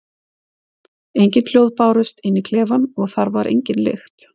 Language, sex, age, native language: Icelandic, female, 40-49, Icelandic